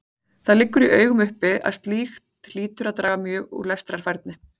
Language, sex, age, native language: Icelandic, female, 40-49, Icelandic